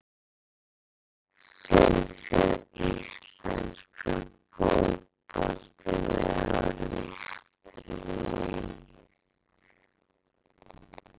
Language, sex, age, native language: Icelandic, female, 11, Icelandic